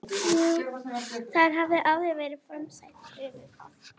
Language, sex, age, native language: Icelandic, female, 12, Icelandic